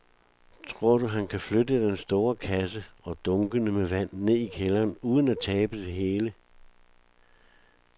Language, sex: Danish, male